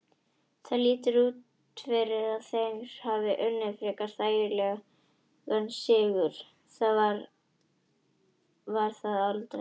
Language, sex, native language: Icelandic, female, Icelandic